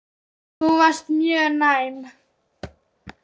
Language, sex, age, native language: Icelandic, male, 8, Icelandic